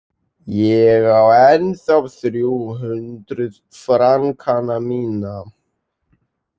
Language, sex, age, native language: Icelandic, male, 18-19, Icelandic